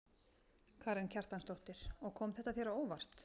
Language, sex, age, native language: Icelandic, female, 40-49, Icelandic